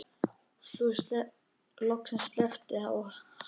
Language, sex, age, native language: Icelandic, male, 10, Icelandic